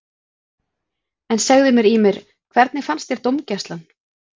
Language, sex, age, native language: Icelandic, female, 40-49, Icelandic